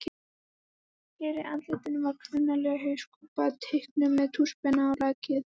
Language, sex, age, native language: Icelandic, female, 14, Icelandic